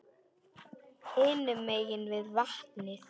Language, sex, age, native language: Icelandic, male, 10, Polish